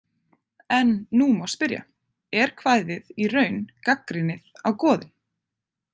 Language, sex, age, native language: Icelandic, female, 20-29, Icelandic